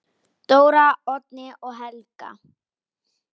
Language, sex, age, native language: Icelandic, female, 10, Icelandic